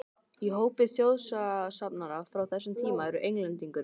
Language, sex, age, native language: Icelandic, male, 12, Icelandic